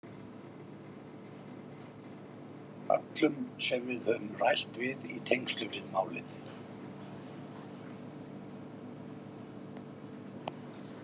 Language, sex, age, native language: Icelandic, male, 50-59, Icelandic